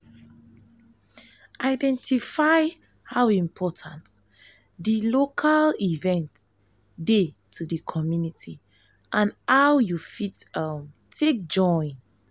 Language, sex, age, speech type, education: Nigerian Pidgin, female, 15-29, spontaneous, tertiary